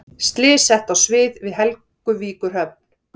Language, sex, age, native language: Icelandic, female, 50-59, Icelandic